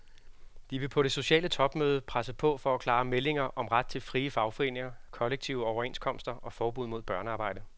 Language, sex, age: Danish, male, 36